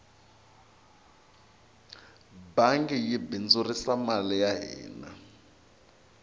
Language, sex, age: Tsonga, male, 22